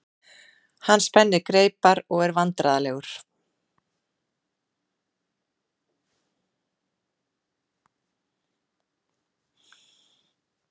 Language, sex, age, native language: Icelandic, female, 40-49, Icelandic